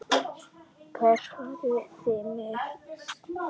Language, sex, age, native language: Icelandic, male, 10, Icelandic